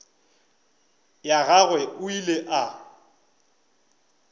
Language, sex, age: Northern Sotho, male, 25